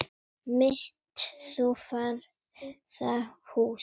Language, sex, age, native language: Icelandic, female, 9, Icelandic